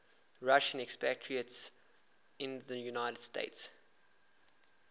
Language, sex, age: English, male, 24